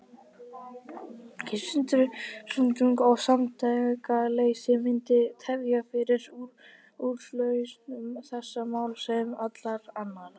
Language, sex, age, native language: Icelandic, female, 50-59, Icelandic